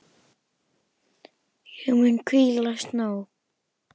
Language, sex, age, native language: Icelandic, female, 10, Icelandic